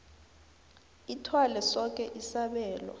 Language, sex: South Ndebele, female